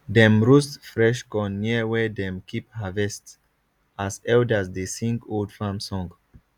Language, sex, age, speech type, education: Nigerian Pidgin, male, 15-29, spontaneous, tertiary